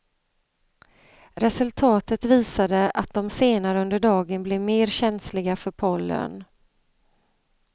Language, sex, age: Swedish, female, 35